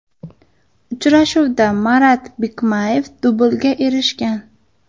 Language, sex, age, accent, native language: Uzbek, female, 19-29, Farg'ona, Uzbek